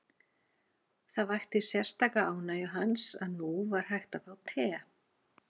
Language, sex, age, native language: Icelandic, female, 40-49, Icelandic